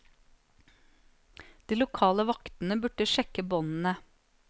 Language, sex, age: Norwegian, female, 39